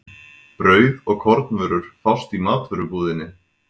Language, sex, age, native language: Icelandic, male, 20-29, Icelandic